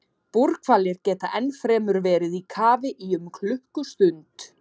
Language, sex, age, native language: Icelandic, female, 30-39, Icelandic